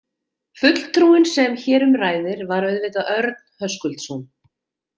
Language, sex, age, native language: Icelandic, female, 40-49, Icelandic